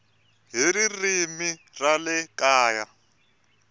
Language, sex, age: Tsonga, male, 24